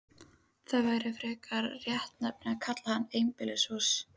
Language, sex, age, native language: Icelandic, female, 13, Icelandic